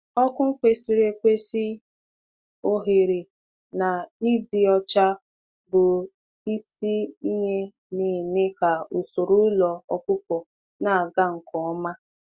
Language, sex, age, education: Igbo, female, 15-29, tertiary